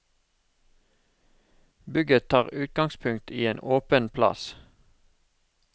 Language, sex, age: Norwegian, male, 36